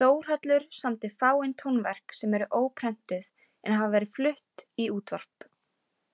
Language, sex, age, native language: Icelandic, female, 18-19, Icelandic